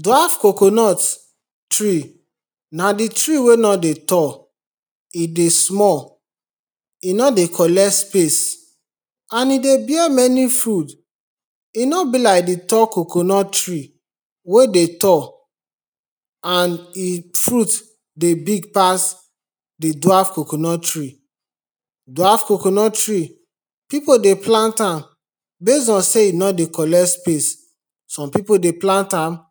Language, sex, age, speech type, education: Nigerian Pidgin, male, 30-45, spontaneous, tertiary